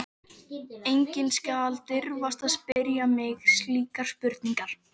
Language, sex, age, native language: Icelandic, other, 12, Icelandic